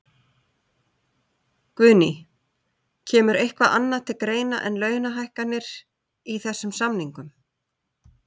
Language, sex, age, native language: Icelandic, female, 30-39, Icelandic